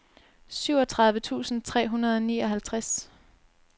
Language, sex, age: Danish, female, 22